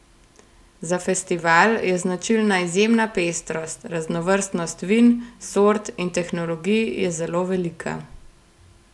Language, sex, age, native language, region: Slovenian, female, 18-29, Slovenian, Gorenjska region